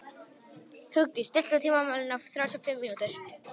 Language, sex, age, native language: Icelandic, male, 18-19, Polish